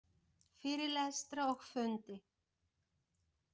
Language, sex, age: Icelandic, female, 50-59